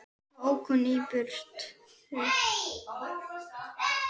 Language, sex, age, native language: Icelandic, male, 9, Icelandic